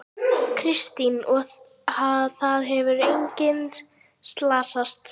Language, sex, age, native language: Icelandic, female, 11, Icelandic